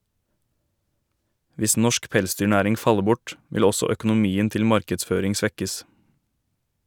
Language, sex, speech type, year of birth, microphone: Norwegian, male, read, 1989, Shure